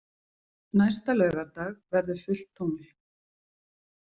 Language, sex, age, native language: Icelandic, female, 40-49, Icelandic